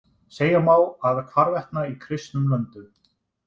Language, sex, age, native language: Icelandic, male, 20-29, Icelandic